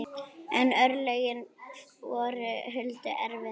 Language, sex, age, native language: Icelandic, female, 9, Icelandic